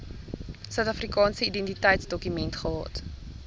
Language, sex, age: Afrikaans, female, 19